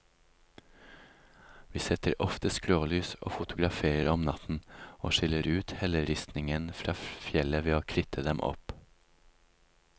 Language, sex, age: Norwegian, male, 36